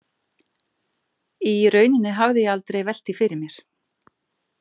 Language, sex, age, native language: Icelandic, female, 50-59, Icelandic